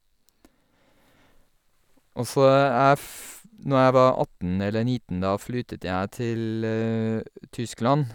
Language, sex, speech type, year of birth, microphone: Norwegian, male, spontaneous, 1983, Sennheiser